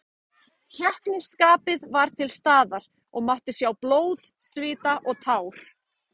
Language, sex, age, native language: Icelandic, female, 30-39, Icelandic